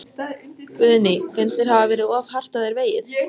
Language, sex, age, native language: Icelandic, female, 14, Icelandic